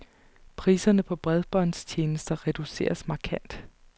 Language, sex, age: Danish, female, 29